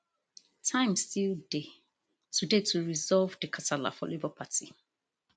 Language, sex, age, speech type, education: Nigerian Pidgin, female, 30-45, spontaneous, tertiary